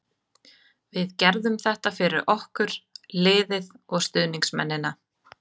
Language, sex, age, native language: Icelandic, female, 30-39, Icelandic